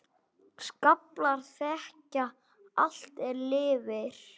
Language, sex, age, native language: Icelandic, male, 9, Icelandic